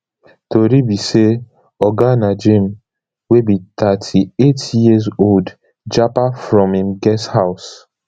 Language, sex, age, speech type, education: Nigerian Pidgin, male, 15-29, spontaneous, tertiary